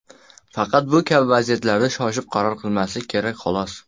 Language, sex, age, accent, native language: Uzbek, male, under 19, Samarqand, Uzbek